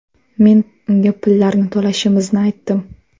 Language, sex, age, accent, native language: Uzbek, female, 18-24, Samarqand, Uzbek